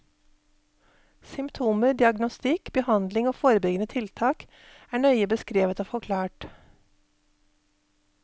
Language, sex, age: Norwegian, female, 48